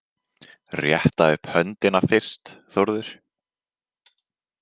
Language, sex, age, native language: Icelandic, male, 20-29, Icelandic